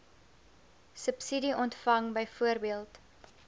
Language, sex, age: Afrikaans, female, 22